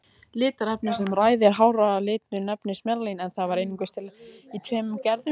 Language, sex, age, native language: Icelandic, female, 18-19, Icelandic